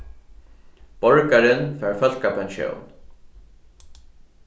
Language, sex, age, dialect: Faroese, male, 15-35, Norðurstreymoy/Eysturoy